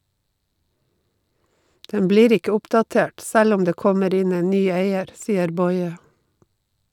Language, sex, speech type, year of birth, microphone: Norwegian, female, read, 1952, Shure